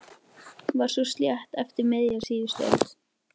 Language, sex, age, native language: Icelandic, female, 12, Icelandic